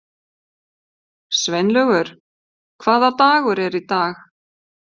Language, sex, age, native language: Icelandic, female, 50-59, Icelandic